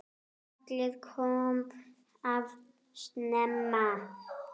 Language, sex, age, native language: Icelandic, female, 7, Icelandic